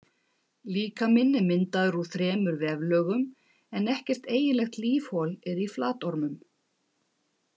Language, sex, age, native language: Icelandic, female, 50-59, Icelandic